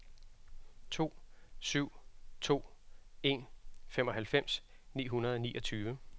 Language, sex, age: Danish, male, 36